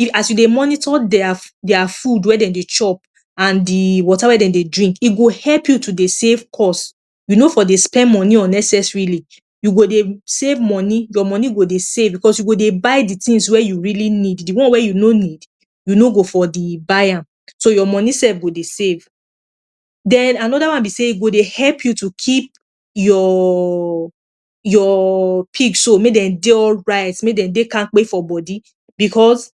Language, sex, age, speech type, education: Nigerian Pidgin, female, 30-45, spontaneous, tertiary